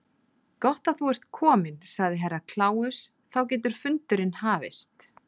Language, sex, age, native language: Icelandic, female, 40-49, Icelandic